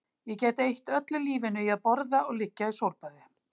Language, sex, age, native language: Icelandic, female, 50-59, Icelandic